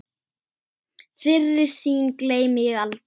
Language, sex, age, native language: Icelandic, female, 8, Icelandic